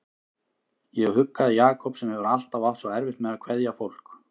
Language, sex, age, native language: Icelandic, male, 30-39, Icelandic